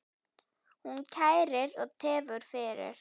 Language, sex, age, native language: Icelandic, female, 9, Icelandic